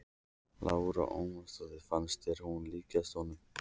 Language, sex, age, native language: Icelandic, male, 14, Icelandic